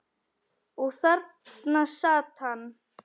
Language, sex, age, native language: Icelandic, female, 10, Icelandic